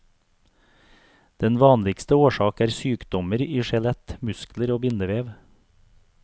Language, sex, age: Norwegian, male, 42